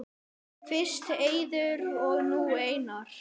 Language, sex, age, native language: Icelandic, male, 9, Icelandic